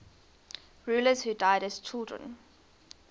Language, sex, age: English, female, 20